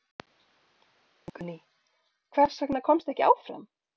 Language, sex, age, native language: Icelandic, female, 40-49, Icelandic